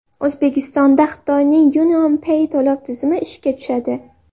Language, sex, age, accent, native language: Uzbek, female, 18-24, Farg'ona, Uzbek